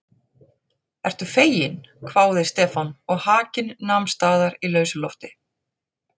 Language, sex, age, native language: Icelandic, female, 40-49, Icelandic